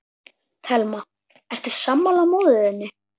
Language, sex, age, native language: Icelandic, female, 10, Icelandic